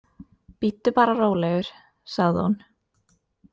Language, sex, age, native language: Icelandic, female, 20-29, Norwegian